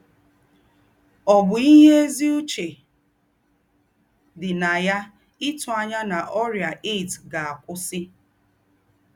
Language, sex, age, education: Igbo, female, 30-45, tertiary